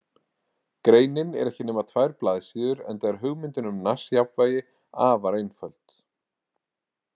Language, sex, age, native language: Icelandic, male, 40-49, Icelandic